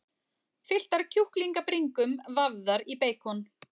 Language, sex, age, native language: Icelandic, female, 40-49, Icelandic